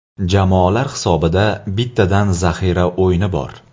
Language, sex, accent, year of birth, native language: Uzbek, male, Andijon, 1999, Uzbek